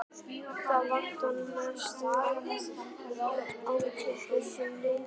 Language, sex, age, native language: Icelandic, male, 18-19, Icelandic